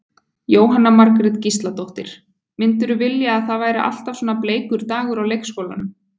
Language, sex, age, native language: Icelandic, female, 20-29, Icelandic